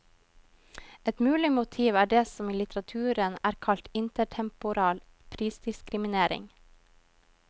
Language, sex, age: Norwegian, female, 21